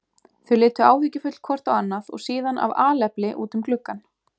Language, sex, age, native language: Icelandic, female, 20-29, Icelandic